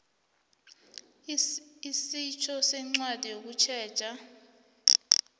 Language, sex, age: South Ndebele, female, 25